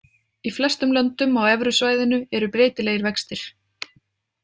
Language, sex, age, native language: Icelandic, female, 30-39, Icelandic